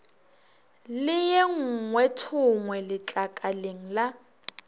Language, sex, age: Northern Sotho, female, 21